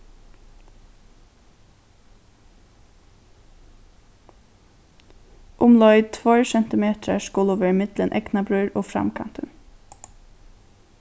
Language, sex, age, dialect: Faroese, female, 15-35, Norðurstreymoy/Eysturoy